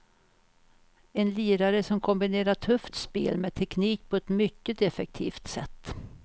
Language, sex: Swedish, female